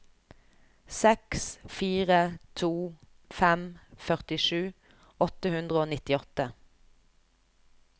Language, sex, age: Norwegian, female, 29